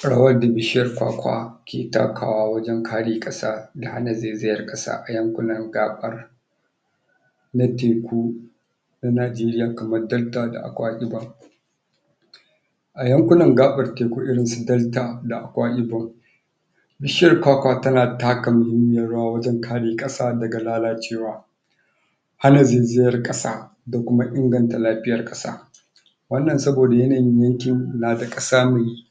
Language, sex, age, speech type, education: Hausa, male, 46-60, spontaneous, tertiary